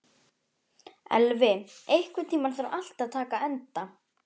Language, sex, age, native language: Icelandic, female, 11, Icelandic